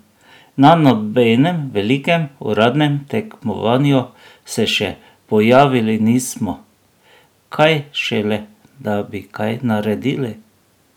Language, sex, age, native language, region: Slovenian, male, 60+, Slovenian, Drava region